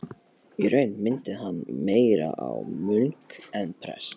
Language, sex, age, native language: Icelandic, male, 18-19, Polish